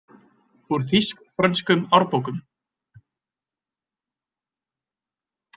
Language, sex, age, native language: Icelandic, male, 20-29, Icelandic